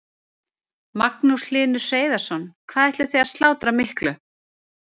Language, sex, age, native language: Icelandic, female, 30-39, Icelandic